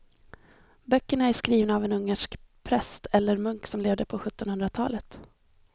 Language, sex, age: Swedish, female, 26